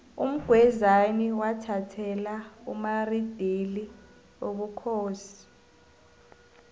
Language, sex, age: South Ndebele, female, 25